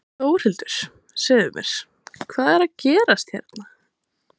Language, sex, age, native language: Icelandic, female, 20-29, Icelandic